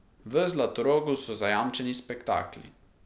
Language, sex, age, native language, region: Slovenian, male, 18-29, Slovenian, Pomurje region